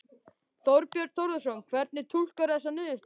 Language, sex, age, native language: Icelandic, male, 13, Icelandic